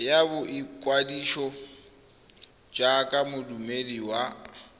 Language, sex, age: Tswana, male, 21